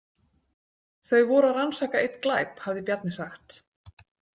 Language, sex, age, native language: Icelandic, female, 40-49, Icelandic